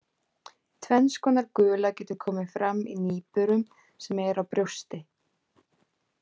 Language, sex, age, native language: Icelandic, female, 30-39, Icelandic